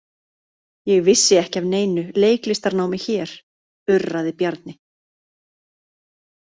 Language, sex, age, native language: Icelandic, female, 30-39, Icelandic